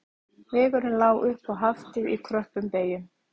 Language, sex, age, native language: Icelandic, female, 30-39, Icelandic